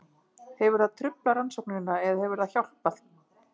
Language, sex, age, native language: Icelandic, female, 50-59, Icelandic